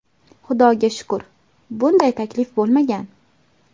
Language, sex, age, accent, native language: Uzbek, female, 18-24, Toshkent viloyati, Uzbek